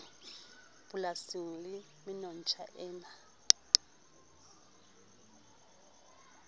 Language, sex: Southern Sotho, female